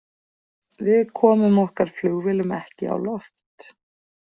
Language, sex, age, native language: Icelandic, female, 40-49, Icelandic